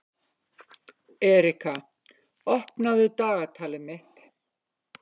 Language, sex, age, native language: Icelandic, female, 50-59, Icelandic